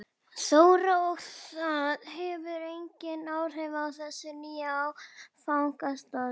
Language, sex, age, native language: Icelandic, male, 12, Icelandic